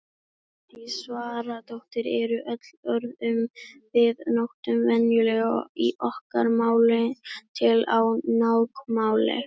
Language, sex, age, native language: Icelandic, female, 18-19, Icelandic